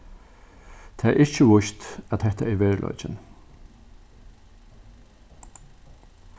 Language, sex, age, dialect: Faroese, male, 61+, Norðuroyggjar